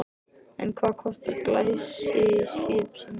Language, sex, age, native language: Icelandic, male, 13, Icelandic